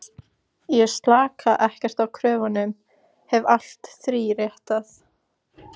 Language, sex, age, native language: Icelandic, female, 14, Icelandic